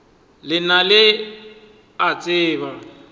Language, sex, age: Northern Sotho, male, 23